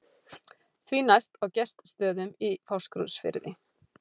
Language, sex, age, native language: Icelandic, female, 40-49, Icelandic